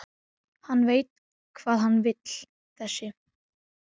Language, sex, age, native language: Icelandic, male, 12, Icelandic